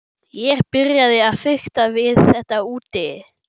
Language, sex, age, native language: Icelandic, male, 12, German